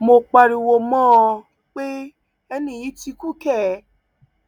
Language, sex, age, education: Yoruba, female, 30-45, tertiary